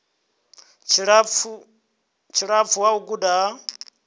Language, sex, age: Venda, male, 23